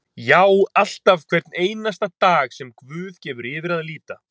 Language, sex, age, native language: Icelandic, male, 30-39, Icelandic